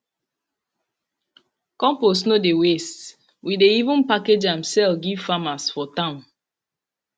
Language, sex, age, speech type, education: Nigerian Pidgin, female, 30-45, spontaneous, tertiary